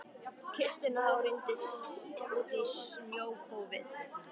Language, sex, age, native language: Icelandic, female, 13, Icelandic